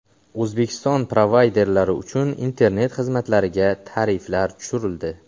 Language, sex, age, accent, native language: Uzbek, male, 18-24, Xorazm, Uzbek